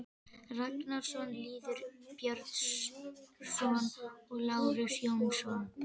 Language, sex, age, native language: Icelandic, female, 12, Icelandic